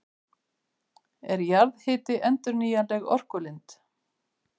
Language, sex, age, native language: Icelandic, female, 50-59, Icelandic